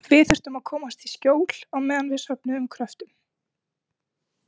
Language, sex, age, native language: Icelandic, female, 20-29, Icelandic